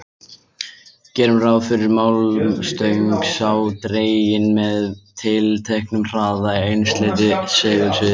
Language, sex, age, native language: Icelandic, male, 20-29, Icelandic